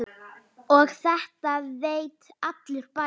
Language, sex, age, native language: Icelandic, female, 9, Icelandic